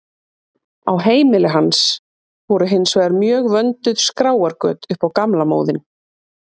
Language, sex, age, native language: Icelandic, female, 30-39, Icelandic